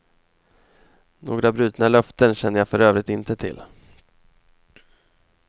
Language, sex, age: Swedish, male, 28